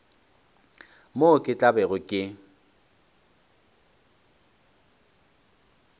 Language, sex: Northern Sotho, male